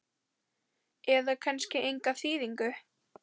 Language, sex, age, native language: Icelandic, female, 10, Icelandic